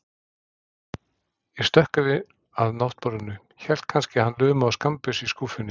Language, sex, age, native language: Icelandic, male, 40-49, Icelandic